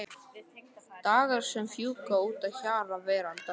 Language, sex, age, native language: Icelandic, male, 11, Icelandic